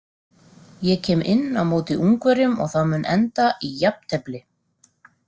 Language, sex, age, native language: Icelandic, female, 40-49, Icelandic